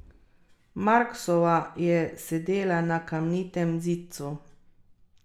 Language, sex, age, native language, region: Slovenian, female, 30-49, Slovenian, Carinthia region